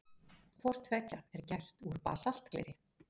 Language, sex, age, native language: Icelandic, female, 40-49, Icelandic